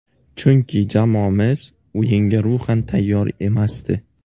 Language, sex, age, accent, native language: Uzbek, male, 18-24, Navoiy, Uzbek